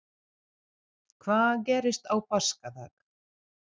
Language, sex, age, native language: Icelandic, female, 40-49, Serbo-Croatian